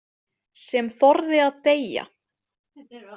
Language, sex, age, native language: Icelandic, female, 18-19, Icelandic